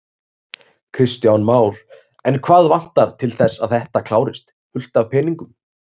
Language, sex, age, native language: Icelandic, male, 30-39, Icelandic